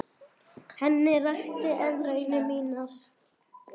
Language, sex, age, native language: Icelandic, female, 10, Icelandic